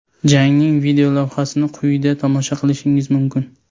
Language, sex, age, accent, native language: Uzbek, male, 18-24, Sirdaryo, Uzbek